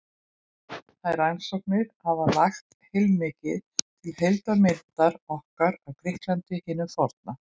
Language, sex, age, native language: Icelandic, female, 20-29, Icelandic